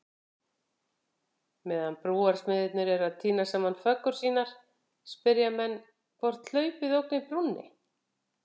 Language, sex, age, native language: Icelandic, female, 50-59, Icelandic